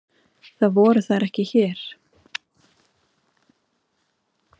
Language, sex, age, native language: Icelandic, female, 30-39, Icelandic